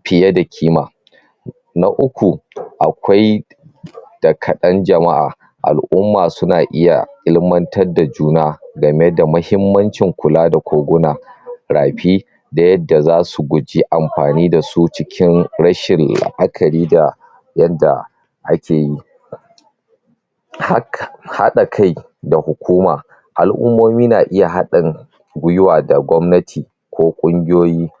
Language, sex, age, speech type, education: Hausa, male, 30-45, spontaneous, tertiary